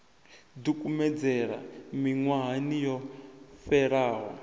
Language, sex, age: Venda, male, 21